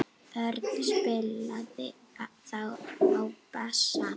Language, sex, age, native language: Icelandic, female, 8, Icelandic